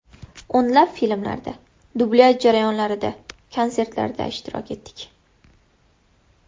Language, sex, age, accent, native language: Uzbek, female, 18-24, Farg'ona, Uzbek